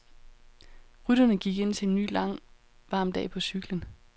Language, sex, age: Danish, female, 31